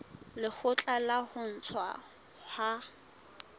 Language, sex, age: Southern Sotho, female, 19